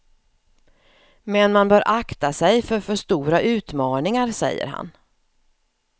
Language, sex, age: Swedish, female, 54